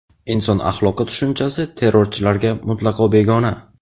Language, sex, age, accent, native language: Uzbek, male, 18-24, Navoiy, Uzbek